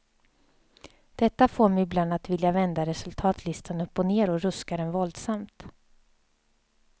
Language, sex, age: Swedish, female, 27